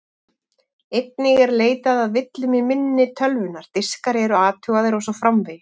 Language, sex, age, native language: Icelandic, female, 40-49, Icelandic